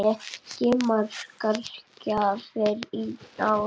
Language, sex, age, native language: Icelandic, female, 8, Icelandic